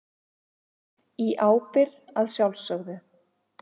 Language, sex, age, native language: Icelandic, female, 50-59, Icelandic